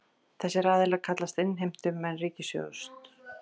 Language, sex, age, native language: Icelandic, female, 40-49, Icelandic